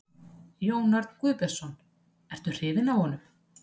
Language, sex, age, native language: Icelandic, female, 30-39, Icelandic